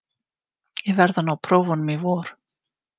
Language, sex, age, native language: Icelandic, female, 50-59, Icelandic